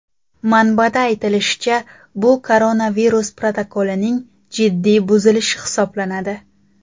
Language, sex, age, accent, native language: Uzbek, female, 19-29, Surxondaryo, Uzbek